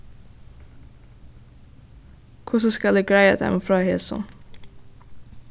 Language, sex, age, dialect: Faroese, female, 15-35, Suðuroy